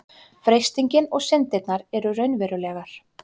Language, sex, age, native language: Icelandic, female, 30-39, Icelandic